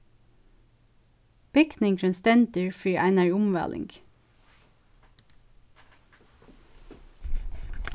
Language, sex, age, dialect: Faroese, female, 36-60, Suðurstreymoy